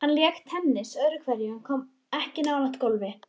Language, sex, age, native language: Icelandic, female, 13, Icelandic